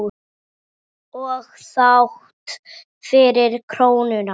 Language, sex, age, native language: Icelandic, female, 7, Icelandic